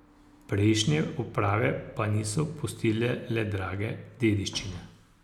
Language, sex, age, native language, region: Slovenian, male, 60+, Slovenian, Posavska region